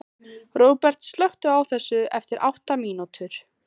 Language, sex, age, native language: Icelandic, female, 15, Icelandic